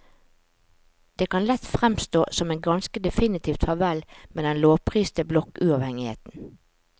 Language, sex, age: Norwegian, female, 45